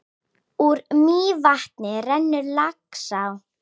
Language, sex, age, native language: Icelandic, female, 10, Icelandic